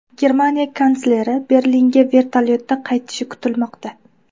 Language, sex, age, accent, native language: Uzbek, female, 18-24, Qashqadaryo, Uzbek